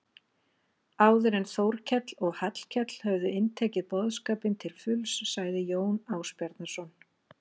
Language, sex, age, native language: Icelandic, female, 40-49, Icelandic